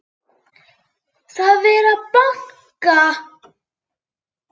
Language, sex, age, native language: Icelandic, female, 8, Icelandic